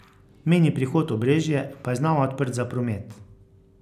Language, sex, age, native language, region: Slovenian, male, 50-59, Slovenian, Carinthia region